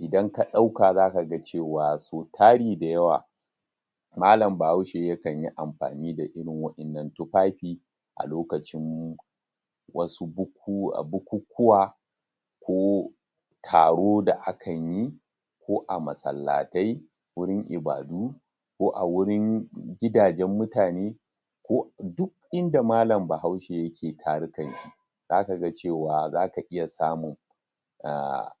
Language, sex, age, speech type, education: Hausa, male, 30-45, spontaneous, tertiary